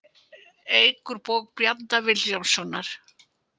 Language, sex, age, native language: Icelandic, female, 70-79, Icelandic